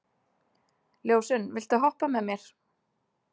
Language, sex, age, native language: Icelandic, female, 30-39, Icelandic